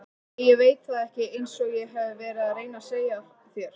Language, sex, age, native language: Icelandic, female, 18-19, Icelandic